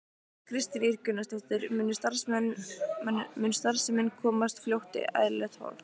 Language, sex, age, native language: Icelandic, female, 15, Icelandic